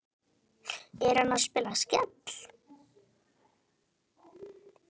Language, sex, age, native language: Icelandic, female, 9, Icelandic